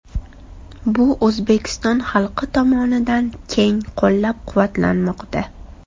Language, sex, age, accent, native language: Uzbek, female, 25-34, Toshkent shahri, Uzbek